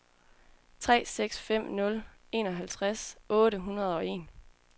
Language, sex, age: Danish, female, 20